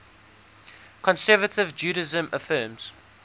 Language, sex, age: English, male, 19